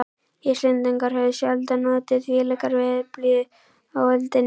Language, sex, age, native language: Icelandic, female, 11, Icelandic